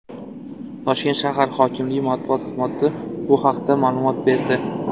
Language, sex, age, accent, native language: Uzbek, male, 19-29, Andijon, Uzbek